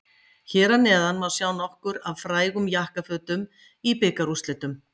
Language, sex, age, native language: Icelandic, female, 50-59, Icelandic